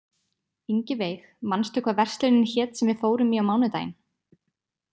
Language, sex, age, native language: Icelandic, female, 20-29, Icelandic